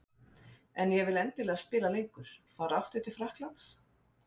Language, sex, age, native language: Icelandic, female, 50-59, Icelandic